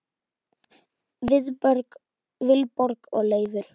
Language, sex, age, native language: Icelandic, male, 10, Icelandic